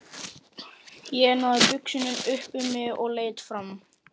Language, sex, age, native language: Icelandic, male, 11, Icelandic